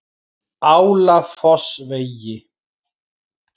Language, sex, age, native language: Icelandic, male, 40-49, Icelandic